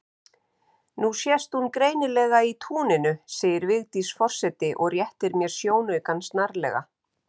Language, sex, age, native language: Icelandic, female, 50-59, Icelandic